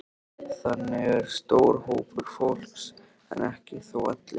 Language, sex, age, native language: Icelandic, male, 13, Icelandic